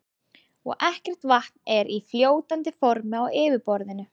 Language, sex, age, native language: Icelandic, female, 20-29, Icelandic